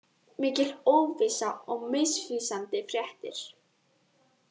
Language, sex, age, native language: Icelandic, female, 18-19, Icelandic